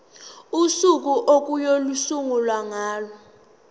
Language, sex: Zulu, female